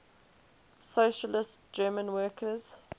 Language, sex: English, female